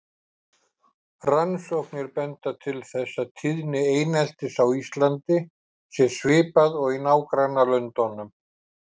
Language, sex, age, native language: Icelandic, male, 50-59, Icelandic